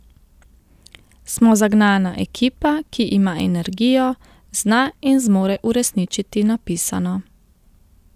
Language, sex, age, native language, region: Slovenian, female, 30-49, Slovenian, Central Slovenia